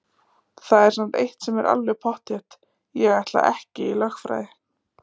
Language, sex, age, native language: Icelandic, female, 20-29, Icelandic